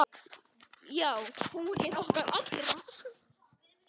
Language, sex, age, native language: Icelandic, male, 10, Icelandic